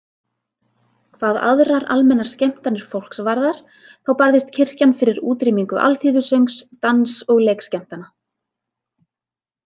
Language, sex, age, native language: Icelandic, female, 30-39, Icelandic